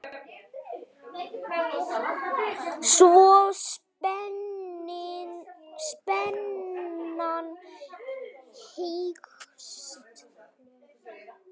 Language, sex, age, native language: Icelandic, male, 9, Icelandic